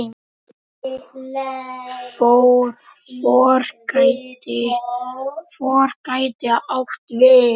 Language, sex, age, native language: Icelandic, male, 10, Icelandic